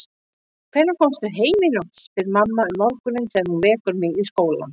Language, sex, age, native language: Icelandic, female, 50-59, Icelandic